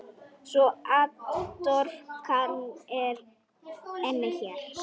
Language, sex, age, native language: Icelandic, female, 10, Icelandic